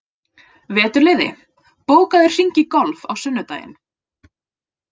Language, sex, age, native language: Icelandic, female, 20-29, Icelandic